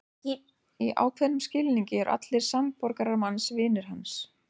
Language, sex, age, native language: Icelandic, female, 30-39, Icelandic